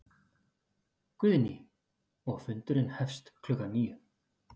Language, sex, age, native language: Icelandic, male, 50-59, Icelandic